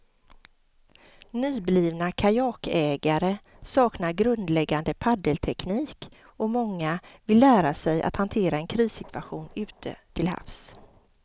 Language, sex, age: Swedish, female, 50